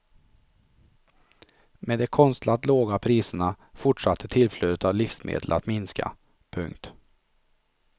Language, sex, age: Swedish, male, 43